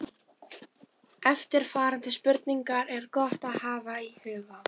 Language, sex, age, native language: Icelandic, female, 18-19, Serbo-Croatian